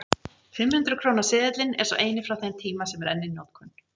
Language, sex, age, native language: Icelandic, female, 40-49, Icelandic